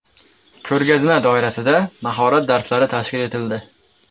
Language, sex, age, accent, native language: Uzbek, male, 18-24, Andijon, Uzbek